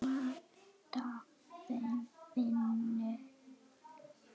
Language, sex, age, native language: Icelandic, male, 8, Icelandic